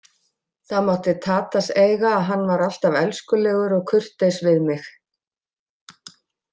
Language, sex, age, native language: Icelandic, female, 40-49, Icelandic